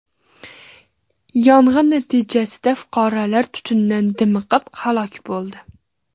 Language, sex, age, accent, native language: Uzbek, female, 18-24, Farg'ona, Uzbek